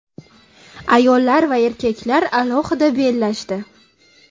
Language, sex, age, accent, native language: Uzbek, male, 18-24, Navoiy, Uzbek